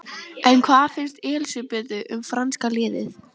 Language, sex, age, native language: Icelandic, female, 12, Icelandic